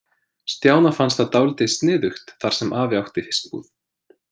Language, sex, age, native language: Icelandic, male, 20-29, English